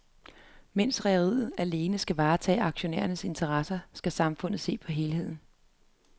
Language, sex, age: Danish, female, 33